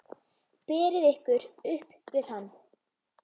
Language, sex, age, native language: Icelandic, female, 10, Icelandic